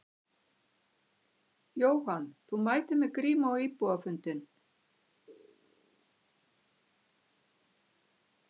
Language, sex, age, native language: Icelandic, female, 60-69, Icelandic